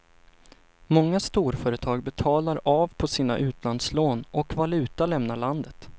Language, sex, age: Swedish, male, 25